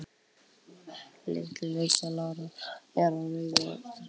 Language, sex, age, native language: Icelandic, female, 18-19, Icelandic